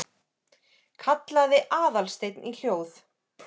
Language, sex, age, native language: Icelandic, female, 30-39, Icelandic